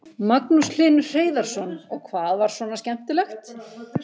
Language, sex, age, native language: Icelandic, female, 50-59, Icelandic